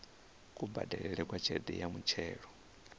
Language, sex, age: Venda, male, 34